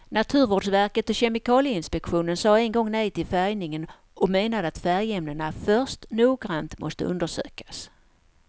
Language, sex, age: Swedish, female, 54